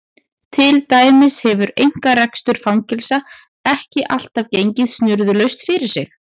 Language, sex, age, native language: Icelandic, female, 30-39, Icelandic